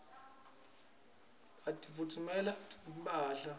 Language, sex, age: Swati, male, 26